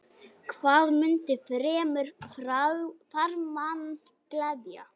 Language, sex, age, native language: Icelandic, female, 9, Icelandic